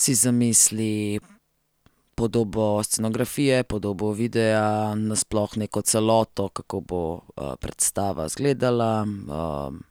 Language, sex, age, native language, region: Slovenian, female, 30-49, Slovenian, Central Slovenia